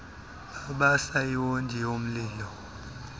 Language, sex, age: Xhosa, male, 26